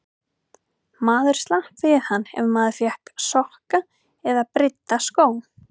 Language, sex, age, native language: Icelandic, female, 30-39, Icelandic